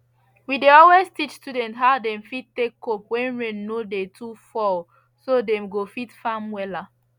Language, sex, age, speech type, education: Nigerian Pidgin, female, 15-29, spontaneous, secondary